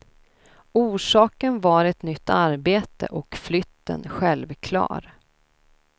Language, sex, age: Swedish, female, 32